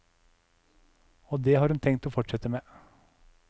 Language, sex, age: Norwegian, male, 37